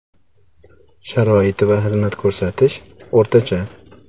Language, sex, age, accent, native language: Uzbek, male, 35+, Samarqand, Uzbek